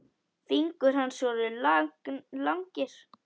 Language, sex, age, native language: Icelandic, female, 10, Icelandic